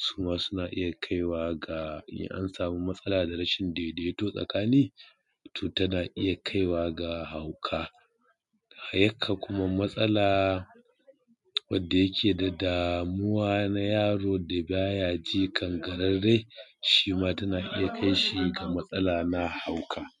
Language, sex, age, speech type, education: Hausa, male, 30-45, spontaneous, tertiary